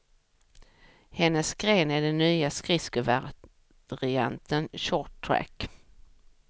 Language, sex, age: Swedish, female, 44